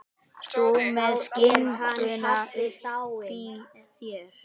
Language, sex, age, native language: Icelandic, female, 18-19, Icelandic